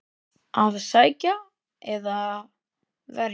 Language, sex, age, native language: Icelandic, male, 10, Icelandic